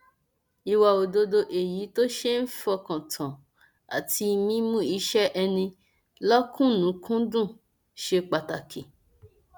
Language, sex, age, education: Yoruba, female, 30-45, tertiary